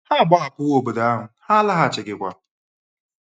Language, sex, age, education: Igbo, male, 15-29, tertiary